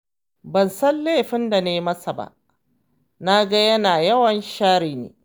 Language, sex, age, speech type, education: Hausa, female, 15-29, spontaneous, tertiary